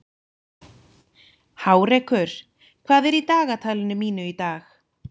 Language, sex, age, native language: Icelandic, female, 30-39, Icelandic